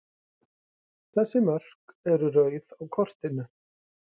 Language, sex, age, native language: Icelandic, male, 30-39, Icelandic